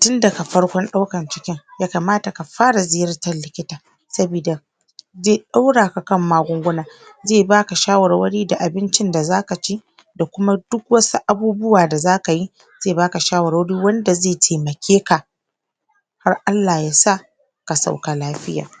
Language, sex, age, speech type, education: Hausa, female, 30-45, spontaneous, tertiary